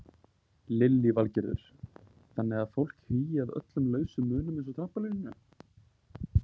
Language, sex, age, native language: Icelandic, male, 20-29, Icelandic